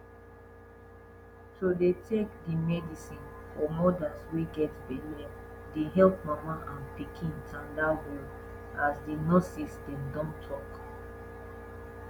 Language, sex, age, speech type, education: Nigerian Pidgin, female, 15-29, spontaneous, tertiary